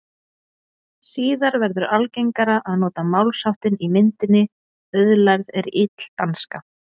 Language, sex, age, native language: Icelandic, female, 40-49, Icelandic